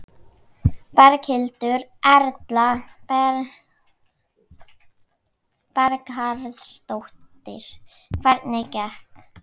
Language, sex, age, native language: Icelandic, male, 11, Icelandic